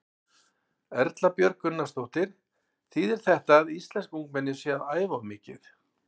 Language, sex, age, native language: Icelandic, male, 60-69, Icelandic